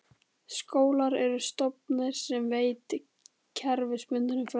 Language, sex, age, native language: Icelandic, male, 18-19, Icelandic